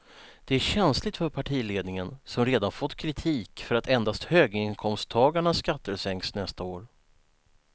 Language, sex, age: Swedish, male, 19